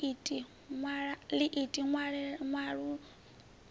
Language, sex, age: Venda, female, 20